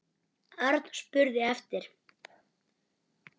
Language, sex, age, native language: Icelandic, male, 9, Icelandic